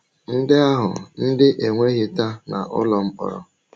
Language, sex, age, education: Igbo, male, 30-45, tertiary